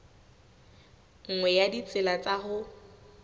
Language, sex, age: Southern Sotho, female, 18